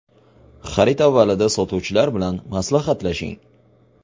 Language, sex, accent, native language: Uzbek, male, Farg'ona, Uzbek